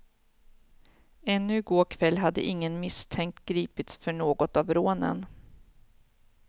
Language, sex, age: Swedish, female, 46